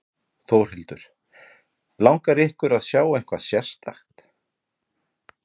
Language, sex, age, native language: Icelandic, male, 40-49, Icelandic